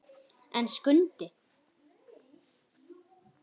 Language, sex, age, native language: Icelandic, female, 10, Icelandic